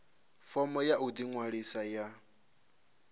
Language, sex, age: Venda, male, 26